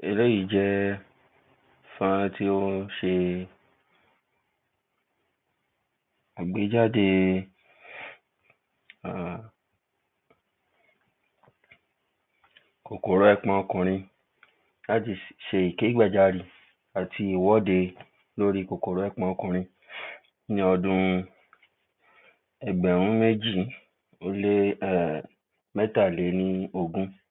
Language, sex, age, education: Yoruba, male, 46-60, tertiary